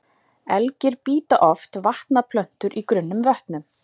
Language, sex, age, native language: Icelandic, female, 40-49, Icelandic